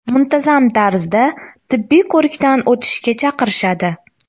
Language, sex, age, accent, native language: Uzbek, female, 19-29, Toshkent shahri, Uzbek